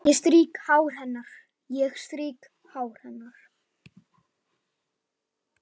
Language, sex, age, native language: Icelandic, male, 10, Icelandic